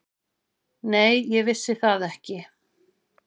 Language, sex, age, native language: Icelandic, female, 40-49, Icelandic